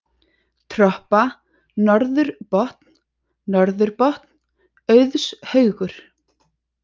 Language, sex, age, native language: Icelandic, female, 30-39, Icelandic